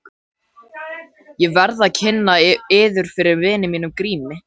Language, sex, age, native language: Icelandic, male, 13, Icelandic